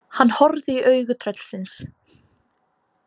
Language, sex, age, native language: Icelandic, female, 18-19, Icelandic